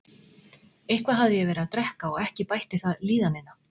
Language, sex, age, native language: Icelandic, female, 40-49, Icelandic